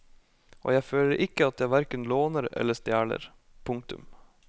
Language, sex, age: Norwegian, male, 25